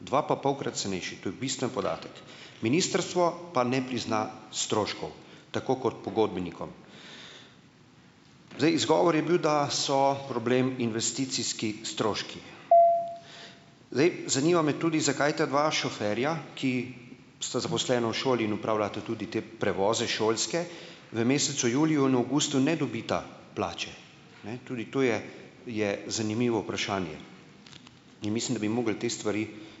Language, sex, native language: Slovenian, male, Slovenian